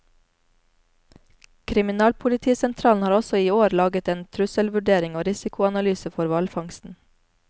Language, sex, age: Norwegian, female, 34